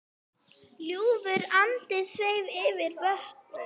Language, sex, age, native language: Icelandic, female, 8, Icelandic